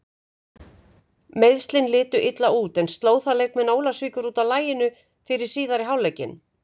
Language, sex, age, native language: Icelandic, female, 50-59, Icelandic